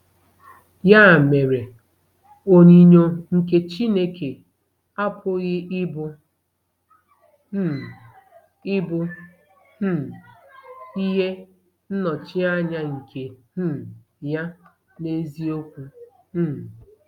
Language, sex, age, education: Igbo, female, 30-45, tertiary